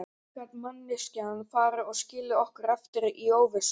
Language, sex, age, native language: Icelandic, male, 11, Icelandic